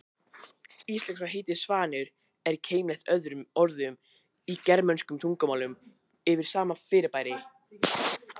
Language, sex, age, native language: Icelandic, male, 20-29, Icelandic